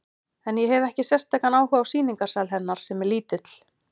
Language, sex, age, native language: Icelandic, female, 30-39, Icelandic